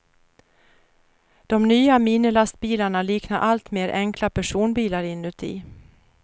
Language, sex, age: Swedish, female, 49